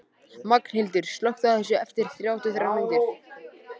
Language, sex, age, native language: Icelandic, male, 18-19, Icelandic